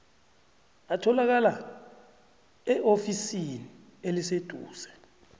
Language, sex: South Ndebele, male